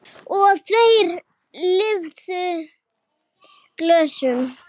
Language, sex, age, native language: Icelandic, female, 10, Icelandic